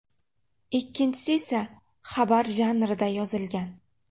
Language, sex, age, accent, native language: Uzbek, female, 18-24, Navoiy, Uzbek